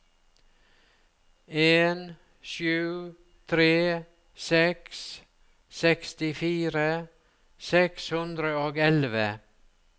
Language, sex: Norwegian, male